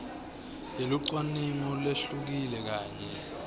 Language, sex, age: Swati, male, 22